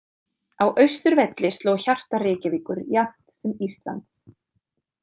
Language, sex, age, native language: Icelandic, female, 30-39, Icelandic